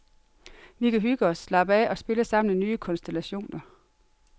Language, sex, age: Danish, female, 42